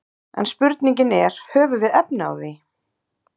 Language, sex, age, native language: Icelandic, female, 30-39, Icelandic